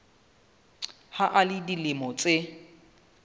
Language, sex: Southern Sotho, male